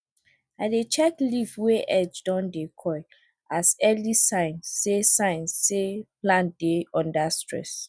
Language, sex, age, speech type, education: Nigerian Pidgin, female, 30-45, spontaneous, tertiary